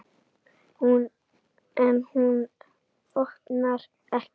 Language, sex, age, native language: Icelandic, female, 8, Icelandic